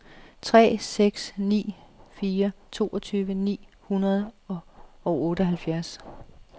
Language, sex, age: Danish, female, 37